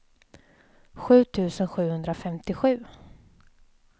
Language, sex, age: Swedish, female, 27